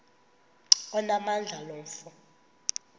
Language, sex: Xhosa, female